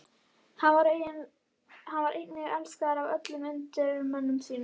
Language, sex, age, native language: Icelandic, female, 11, Icelandic